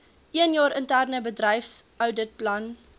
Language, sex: Afrikaans, female